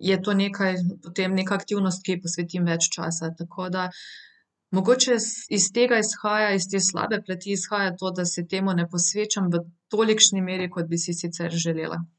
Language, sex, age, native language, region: Slovenian, female, 30-49, Slovenian, Central Slovenia